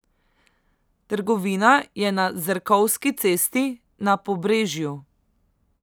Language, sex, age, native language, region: Slovenian, female, 18-29, Slovenian, Central Slovenia